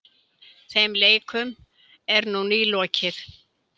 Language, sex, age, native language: Icelandic, female, 70-79, Icelandic